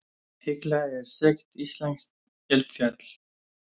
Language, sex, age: Icelandic, male, 20-29